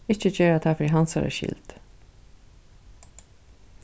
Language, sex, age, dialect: Faroese, female, 36-60, Suðuroy